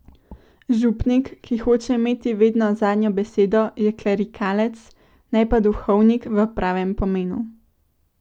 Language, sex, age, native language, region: Slovenian, female, 18-29, Slovenian, Central Slovenia